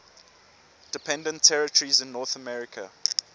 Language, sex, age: English, male, 24